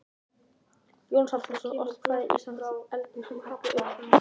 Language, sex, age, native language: Icelandic, male, 20-29, Icelandic